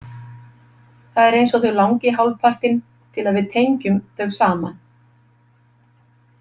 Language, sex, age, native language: Icelandic, female, 50-59, Icelandic